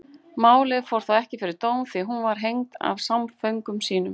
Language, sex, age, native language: Icelandic, female, 18-19, Icelandic